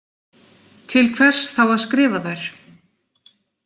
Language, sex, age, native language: Icelandic, female, 40-49, Icelandic